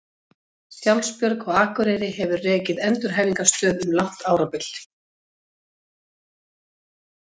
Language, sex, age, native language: Icelandic, female, 40-49, Icelandic